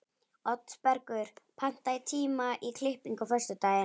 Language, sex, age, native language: Icelandic, female, 11, Icelandic